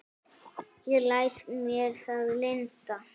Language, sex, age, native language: Icelandic, female, 9, Icelandic